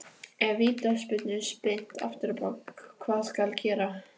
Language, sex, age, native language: Icelandic, female, 14, Icelandic